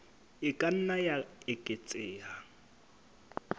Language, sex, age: Southern Sotho, male, 25